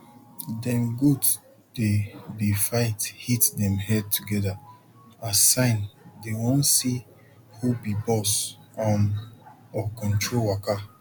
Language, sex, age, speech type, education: Nigerian Pidgin, male, 30-45, spontaneous, tertiary